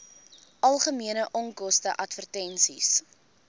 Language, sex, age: Afrikaans, female, 21